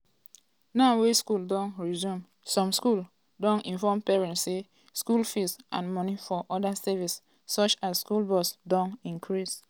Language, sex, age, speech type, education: Nigerian Pidgin, female, 30-45, spontaneous, tertiary